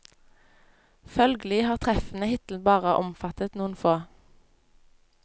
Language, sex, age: Norwegian, female, 25